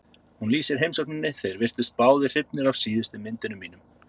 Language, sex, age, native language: Icelandic, male, 30-39, Icelandic